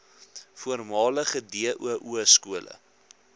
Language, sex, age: Afrikaans, male, 21